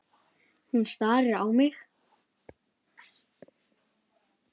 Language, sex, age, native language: Icelandic, female, 10, Icelandic